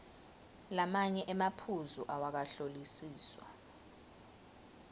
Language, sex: Swati, female